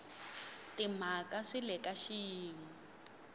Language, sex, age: Tsonga, female, 22